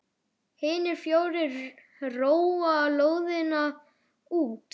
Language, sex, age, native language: Icelandic, male, 9, Icelandic